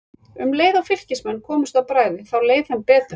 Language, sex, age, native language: Icelandic, female, 40-49, Icelandic